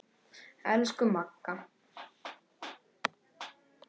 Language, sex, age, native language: Icelandic, male, 10, Icelandic